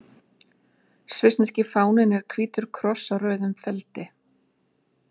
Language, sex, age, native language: Icelandic, female, 40-49, Icelandic